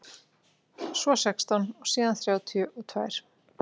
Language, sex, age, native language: Icelandic, female, 40-49, Icelandic